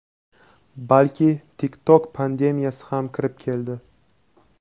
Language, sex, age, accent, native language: Uzbek, male, 18-24, Namangan, Uzbek